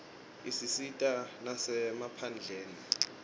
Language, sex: Swati, male